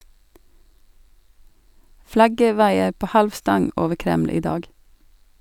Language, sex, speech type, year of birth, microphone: Norwegian, female, read, 1982, Sennheiser